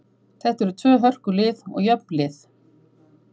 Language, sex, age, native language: Icelandic, female, 50-59, Icelandic